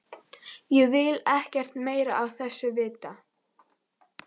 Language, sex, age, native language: Icelandic, female, 11, Icelandic